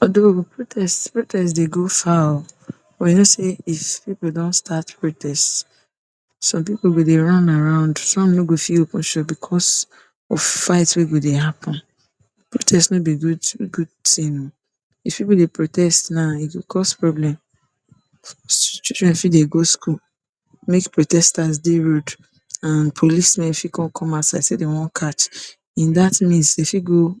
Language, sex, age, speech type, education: Nigerian Pidgin, female, 46-60, spontaneous, tertiary